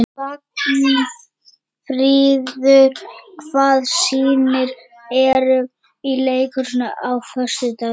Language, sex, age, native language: Icelandic, male, 30-39, Icelandic